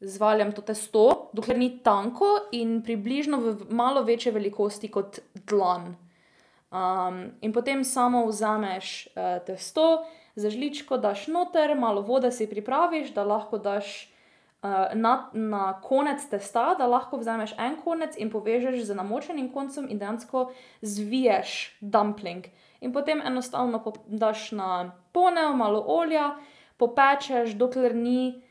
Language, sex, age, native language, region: Slovenian, female, 18-29, Slovenian, Drava region